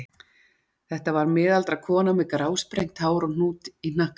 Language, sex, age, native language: Icelandic, female, 40-49, Icelandic